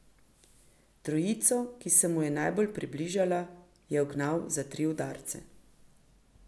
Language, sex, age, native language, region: Slovenian, female, 50-59, Slovenian, Central Slovenia